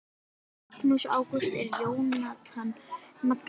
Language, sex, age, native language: Icelandic, female, 10, Icelandic